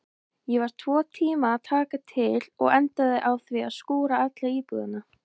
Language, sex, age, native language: Icelandic, female, 20-29, Icelandic